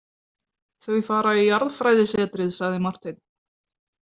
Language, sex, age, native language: Icelandic, female, 20-29, Icelandic